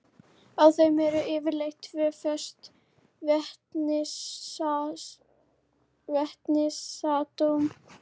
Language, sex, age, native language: Icelandic, female, 30-39, Icelandic